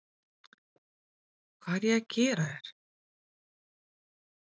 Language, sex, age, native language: Icelandic, female, 50-59, Icelandic